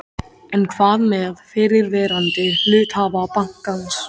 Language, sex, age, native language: Icelandic, male, 13, Icelandic